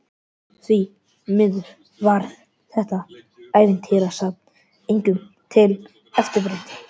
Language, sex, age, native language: Icelandic, male, 11, Icelandic